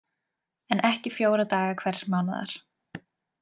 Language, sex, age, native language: Icelandic, female, 20-29, Icelandic